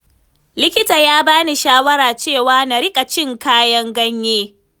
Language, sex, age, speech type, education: Hausa, female, 15-29, read, tertiary